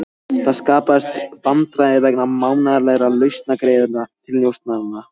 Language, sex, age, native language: Icelandic, male, 14, Icelandic